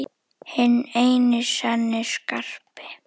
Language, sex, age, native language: Icelandic, female, 10, Icelandic